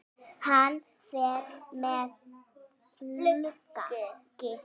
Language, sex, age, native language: Icelandic, female, 9, Icelandic